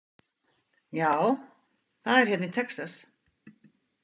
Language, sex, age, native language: Icelandic, female, 50-59, Icelandic